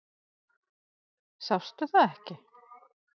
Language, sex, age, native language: Icelandic, female, 40-49, Icelandic